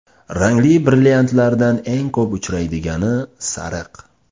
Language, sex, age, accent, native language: Uzbek, male, 25-34, Toshkent shahri, Uzbek